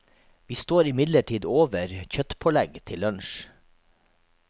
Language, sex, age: Norwegian, male, 43